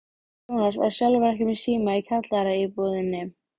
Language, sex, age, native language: Icelandic, female, 13, Icelandic